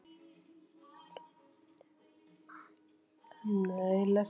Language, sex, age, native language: Icelandic, male, 7, Icelandic